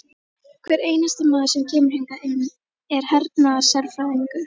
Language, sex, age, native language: Icelandic, female, 13, Icelandic